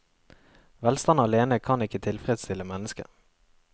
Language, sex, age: Norwegian, male, 23